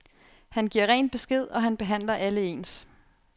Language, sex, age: Danish, female, 28